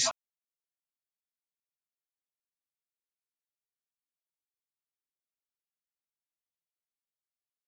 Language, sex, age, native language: Icelandic, male, 18-19, Icelandic